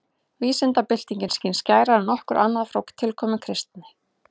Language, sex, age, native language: Icelandic, female, 30-39, Icelandic